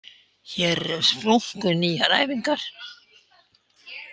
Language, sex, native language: Icelandic, female, Icelandic